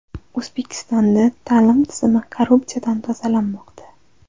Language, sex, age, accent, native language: Uzbek, female, under 19, Farg'ona, Uzbek